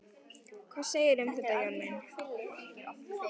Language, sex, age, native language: Icelandic, female, 11, Icelandic